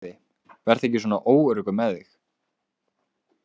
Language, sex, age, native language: Icelandic, male, 18-19, Icelandic